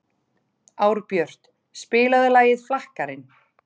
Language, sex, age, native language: Icelandic, female, 30-39, Icelandic